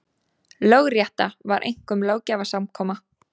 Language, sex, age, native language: Icelandic, female, 20-29, Icelandic